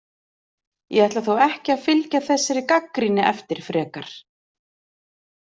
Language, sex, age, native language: Icelandic, female, 40-49, Icelandic